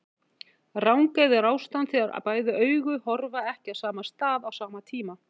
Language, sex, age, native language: Icelandic, female, 50-59, Icelandic